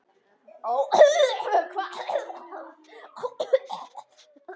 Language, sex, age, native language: Icelandic, female, 10, Icelandic